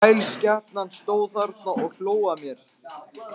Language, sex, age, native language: Icelandic, male, 18-19, Lithuanian